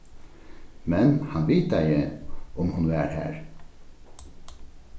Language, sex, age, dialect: Faroese, male, 36-60, Norðurstreymoy/Eysturoy